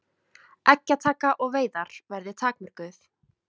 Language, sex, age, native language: Icelandic, female, 20-29, Icelandic